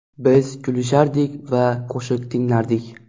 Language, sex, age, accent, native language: Uzbek, male, 12-17, Xorazm, Uzbek